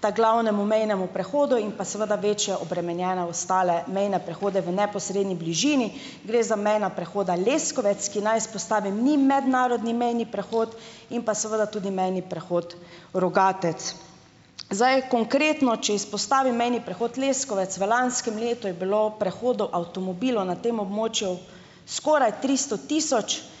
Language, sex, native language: Slovenian, female, Slovenian